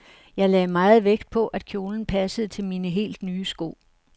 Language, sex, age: Danish, female, 69